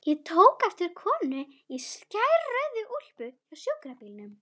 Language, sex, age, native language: Icelandic, female, 11, Icelandic